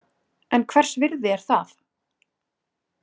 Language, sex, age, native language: Icelandic, female, 20-29, Icelandic